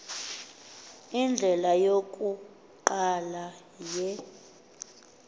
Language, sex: Xhosa, female